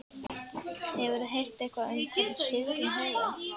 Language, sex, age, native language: Icelandic, male, 11, Icelandic